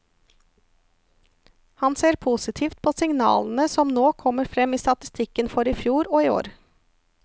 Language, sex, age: Norwegian, female, 34